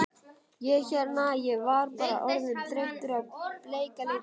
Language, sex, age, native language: Icelandic, male, 12, Icelandic